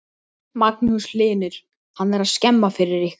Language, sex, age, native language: Icelandic, male, 12, Icelandic